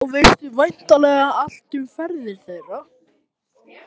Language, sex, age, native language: Icelandic, male, 18-19, Icelandic